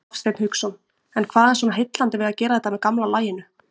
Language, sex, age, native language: Icelandic, female, 20-29, Icelandic